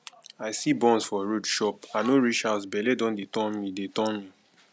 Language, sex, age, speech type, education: Nigerian Pidgin, male, 15-29, spontaneous, tertiary